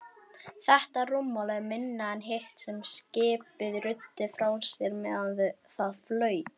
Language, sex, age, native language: Icelandic, female, 21, Icelandic